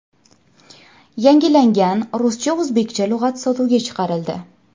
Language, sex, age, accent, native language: Uzbek, female, 18-24, Andijon, Uzbek